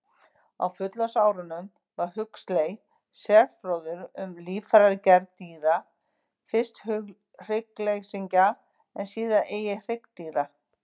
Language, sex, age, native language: Icelandic, female, 50-59, Icelandic